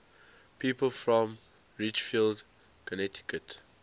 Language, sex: English, male